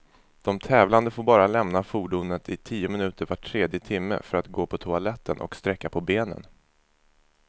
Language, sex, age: Swedish, male, 24